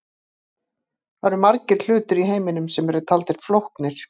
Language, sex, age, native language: Icelandic, female, 50-59, Icelandic